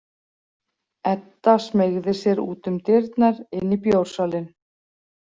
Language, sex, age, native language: Icelandic, female, 40-49, Icelandic